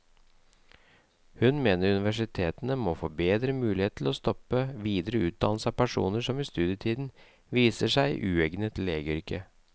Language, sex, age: Norwegian, male, 37